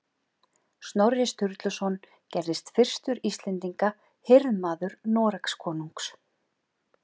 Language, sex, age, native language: Icelandic, male, 11, Icelandic